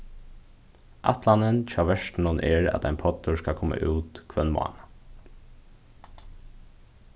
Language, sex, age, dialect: Faroese, male, 15-35, Suðurstreymoy